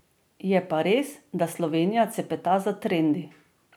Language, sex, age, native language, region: Slovenian, female, 50-59, Slovenian, Drava region